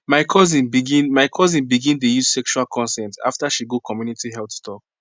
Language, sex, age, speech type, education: Nigerian Pidgin, male, 15-29, spontaneous, secondary